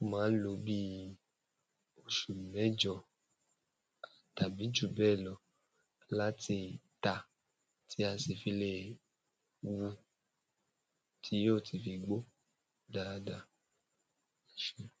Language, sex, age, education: Yoruba, male, 15-29, tertiary